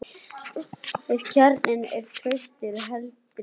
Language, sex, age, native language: Icelandic, other, 11, Icelandic